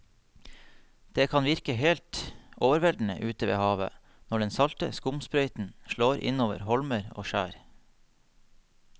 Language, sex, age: Norwegian, male, 30